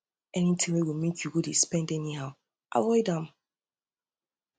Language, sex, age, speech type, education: Nigerian Pidgin, female, 15-29, spontaneous, tertiary